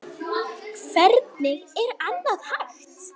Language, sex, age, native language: Icelandic, female, 9, Icelandic